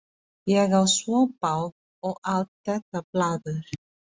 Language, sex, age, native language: Icelandic, female, 40-49, Filipino